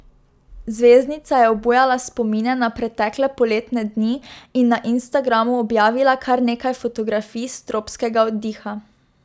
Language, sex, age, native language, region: Slovenian, female, 12-17, Slovenian, Drava region